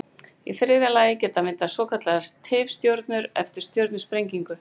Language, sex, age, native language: Icelandic, female, 18-19, Icelandic